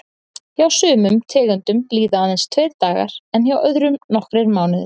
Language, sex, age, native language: Icelandic, female, 30-39, Icelandic